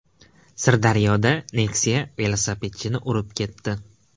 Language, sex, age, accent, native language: Uzbek, male, 18-24, Qashqadaryo, Uzbek